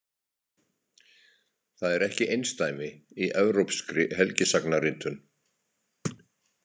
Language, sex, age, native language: Icelandic, male, 60-69, Icelandic